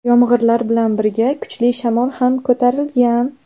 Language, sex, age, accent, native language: Uzbek, female, under 19, Andijon, Uzbek